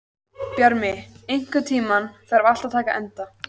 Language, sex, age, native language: Icelandic, female, 14, Icelandic